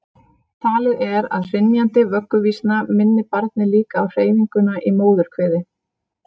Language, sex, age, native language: Icelandic, female, 30-39, Icelandic